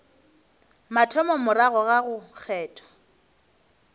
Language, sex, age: Northern Sotho, female, 23